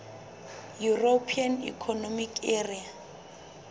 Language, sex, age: Southern Sotho, female, 23